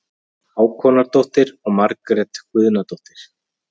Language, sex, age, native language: Icelandic, male, 30-39, Icelandic